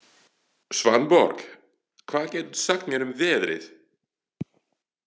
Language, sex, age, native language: Icelandic, male, 40-49, French